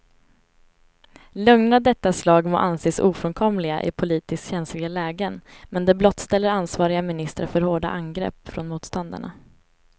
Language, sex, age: Swedish, female, 18